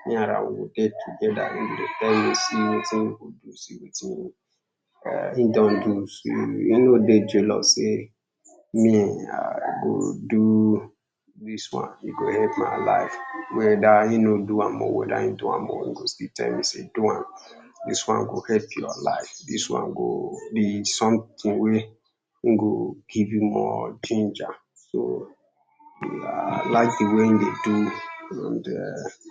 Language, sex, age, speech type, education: Nigerian Pidgin, male, 15-29, spontaneous, secondary